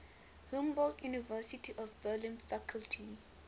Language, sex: English, female